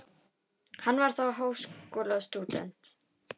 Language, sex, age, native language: Icelandic, female, 18-19, Icelandic